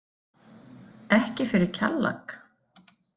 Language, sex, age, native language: Icelandic, female, 40-49, Icelandic